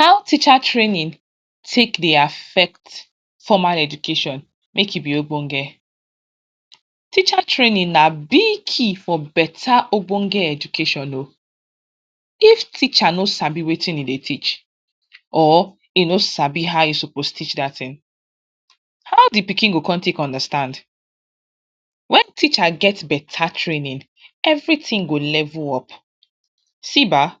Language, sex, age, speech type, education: Nigerian Pidgin, female, 46-60, spontaneous, tertiary